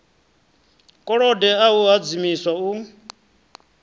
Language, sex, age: Venda, male, 33